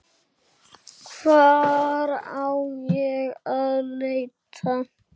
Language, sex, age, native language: Icelandic, male, 8, Icelandic